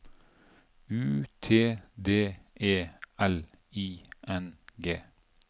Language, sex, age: Norwegian, male, 47